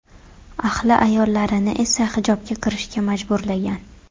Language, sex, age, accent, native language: Uzbek, female, 18-24, Toshkent shahri, Uzbek